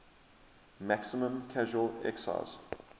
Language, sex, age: English, male, 23